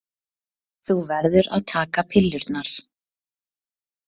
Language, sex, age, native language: Icelandic, female, 30-39, Icelandic